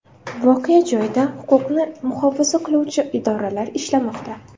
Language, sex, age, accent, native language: Uzbek, female, 19-29, Samarqand, Uzbek